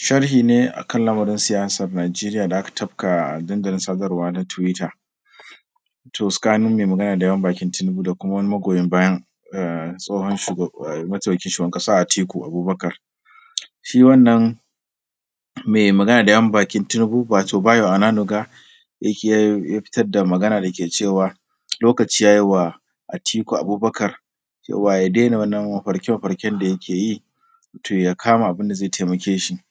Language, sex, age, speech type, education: Hausa, male, 30-45, spontaneous, secondary